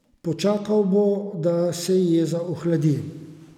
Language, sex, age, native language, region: Slovenian, male, 50-59, Slovenian, Savinja region